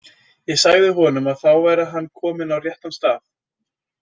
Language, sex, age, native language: Icelandic, male, 20-29, Icelandic